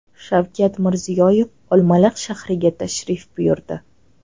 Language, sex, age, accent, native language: Uzbek, female, 18-24, Toshkent shahri, Uzbek